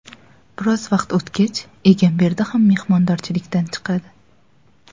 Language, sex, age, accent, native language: Uzbek, female, 18-24, Surxondaryo, Uzbek